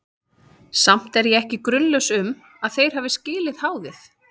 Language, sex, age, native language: Icelandic, female, 30-39, Icelandic